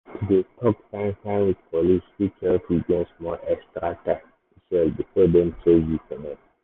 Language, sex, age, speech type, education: Nigerian Pidgin, male, 15-29, spontaneous, secondary